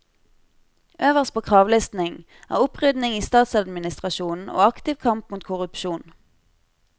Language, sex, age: Norwegian, female, 25